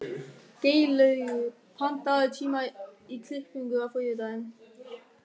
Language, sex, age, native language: Icelandic, male, 13, German